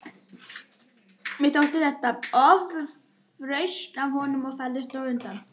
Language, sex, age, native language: Icelandic, female, 11, Icelandic